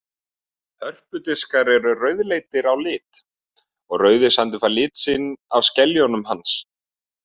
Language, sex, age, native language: Icelandic, male, 30-39, Icelandic